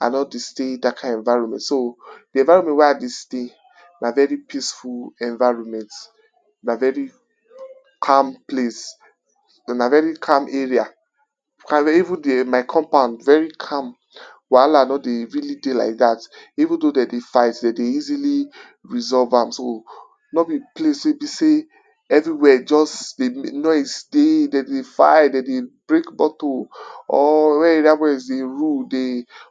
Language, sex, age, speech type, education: Nigerian Pidgin, male, 15-29, spontaneous, tertiary